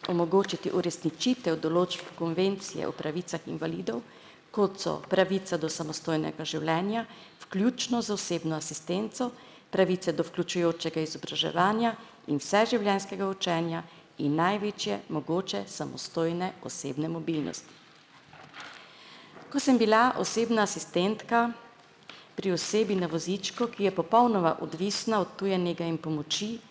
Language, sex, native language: Slovenian, female, Slovenian